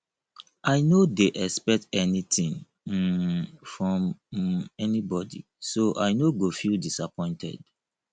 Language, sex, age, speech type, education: Nigerian Pidgin, male, 30-45, spontaneous, tertiary